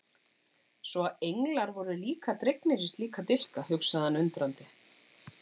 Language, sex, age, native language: Icelandic, female, 40-49, Icelandic